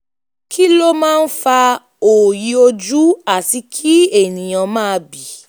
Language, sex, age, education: Yoruba, female, 15-29, tertiary